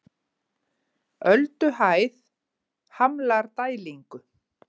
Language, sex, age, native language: Icelandic, female, 50-59, Icelandic